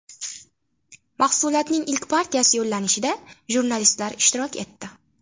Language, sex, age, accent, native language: Uzbek, female, 18-24, Farg'ona, Uzbek